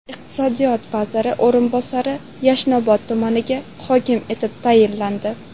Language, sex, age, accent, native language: Uzbek, female, 12-17, Toshkent shahri, Uzbek